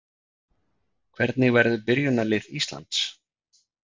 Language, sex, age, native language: Icelandic, male, 50-59, Icelandic